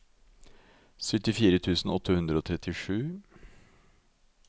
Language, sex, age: Norwegian, male, 52